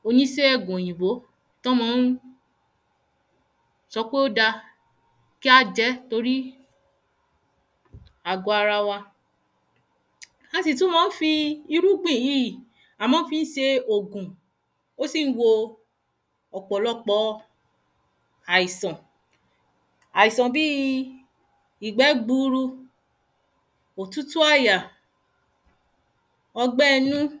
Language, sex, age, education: Yoruba, female, 30-45, tertiary